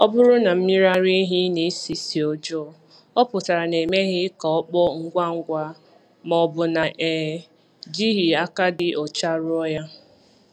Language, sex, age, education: Igbo, female, 15-29, tertiary